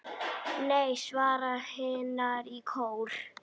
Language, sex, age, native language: Icelandic, female, 8, Icelandic